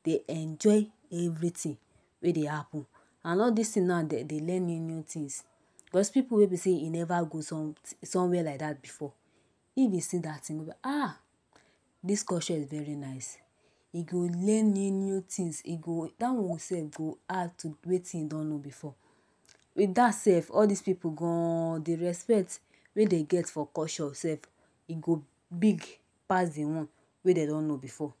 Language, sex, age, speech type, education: Nigerian Pidgin, female, 60+, spontaneous, tertiary